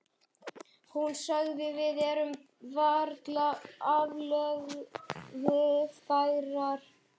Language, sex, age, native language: Icelandic, male, 11, Icelandic